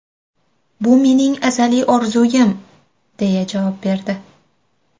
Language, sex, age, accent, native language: Uzbek, female, 25-34, Farg'ona, Uzbek